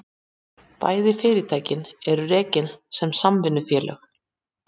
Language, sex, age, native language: Icelandic, female, 40-49, Icelandic